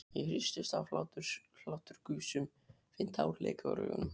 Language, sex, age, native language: Icelandic, male, 12, Icelandic